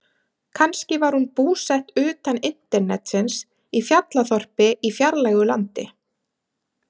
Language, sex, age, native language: Icelandic, female, 30-39, Icelandic